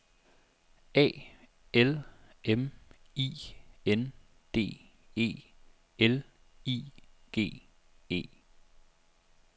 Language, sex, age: Danish, male, 25